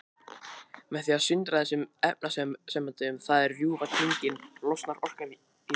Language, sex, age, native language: Icelandic, male, 20-29, Icelandic